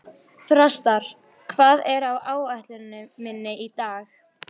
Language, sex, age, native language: Icelandic, female, 11, Icelandic